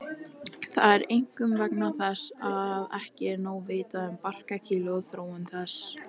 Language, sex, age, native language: Icelandic, female, 18-19, Icelandic